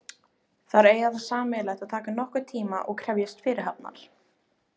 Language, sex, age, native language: Icelandic, female, 18-19, Icelandic